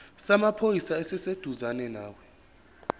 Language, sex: Zulu, male